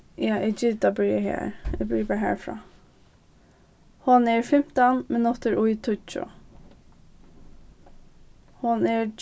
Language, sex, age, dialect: Faroese, female, 15-35, Norðurstreymoy/Eysturoy